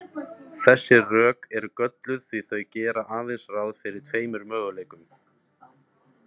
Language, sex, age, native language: Icelandic, male, 30-39, Icelandic